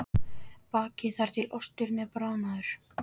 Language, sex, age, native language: Icelandic, male, 12, Icelandic